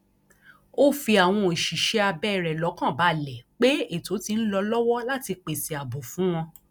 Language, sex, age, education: Yoruba, female, 46-60, tertiary